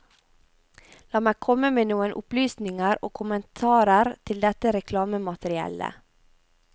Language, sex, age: Norwegian, female, 28